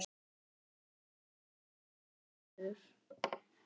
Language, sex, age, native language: Icelandic, male, 9, Icelandic